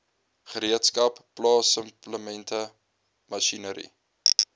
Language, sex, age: Afrikaans, male, 22